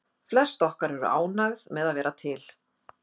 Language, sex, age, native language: Icelandic, female, 50-59, Icelandic